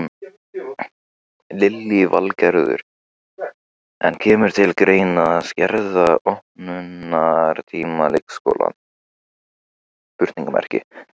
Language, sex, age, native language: Icelandic, male, 15, Icelandic